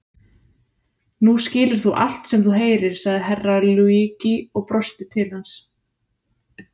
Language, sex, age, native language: Icelandic, female, 30-39, Icelandic